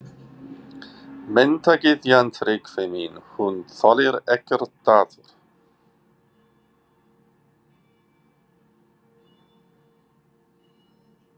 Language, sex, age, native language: Icelandic, male, 40-49, English